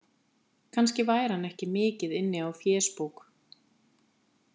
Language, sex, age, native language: Icelandic, female, 50-59, Icelandic